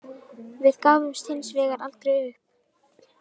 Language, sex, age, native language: Icelandic, female, 20-29, Icelandic